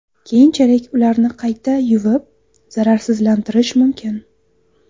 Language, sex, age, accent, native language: Uzbek, female, 19-29, Toshkent viloyati, Uzbek